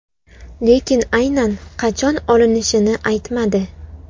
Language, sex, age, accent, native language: Uzbek, female, 19-29, Toshkent viloyati, Uzbek